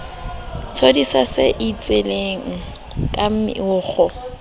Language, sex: Southern Sotho, female